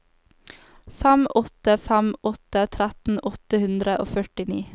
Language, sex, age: Norwegian, female, 28